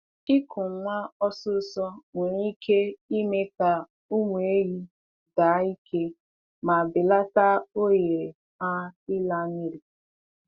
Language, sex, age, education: Igbo, female, 15-29, tertiary